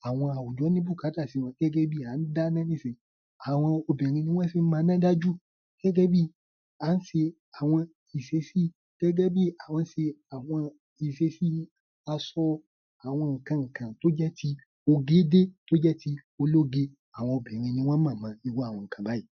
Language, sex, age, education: Yoruba, male, 15-29, tertiary